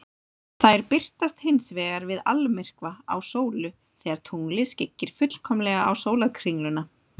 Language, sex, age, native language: Icelandic, female, 30-39, Icelandic